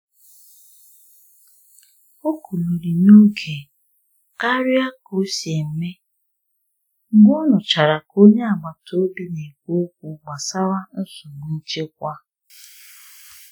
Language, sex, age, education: Igbo, male, 15-29, tertiary